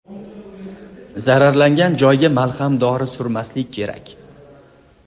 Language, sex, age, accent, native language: Uzbek, male, 25-34, Andijon, Uzbek